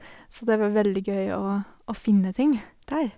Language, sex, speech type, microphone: Norwegian, female, spontaneous, Sennheiser